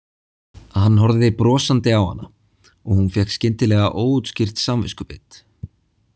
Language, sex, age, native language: Icelandic, male, 20-29, Icelandic